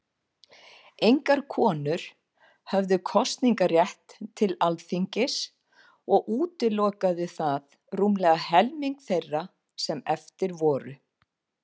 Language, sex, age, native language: Icelandic, female, 50-59, Icelandic